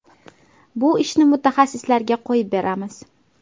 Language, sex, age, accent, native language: Uzbek, female, 18-24, Toshkent viloyati, Uzbek